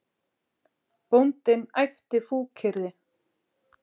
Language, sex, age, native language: Icelandic, female, 40-49, Icelandic